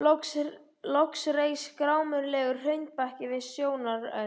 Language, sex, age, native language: Icelandic, male, 12, Icelandic